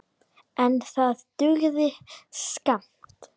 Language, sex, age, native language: Icelandic, female, 10, Icelandic